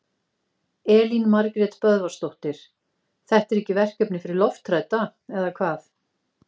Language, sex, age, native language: Icelandic, female, 50-59, Icelandic